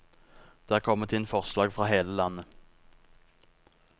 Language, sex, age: Norwegian, male, 19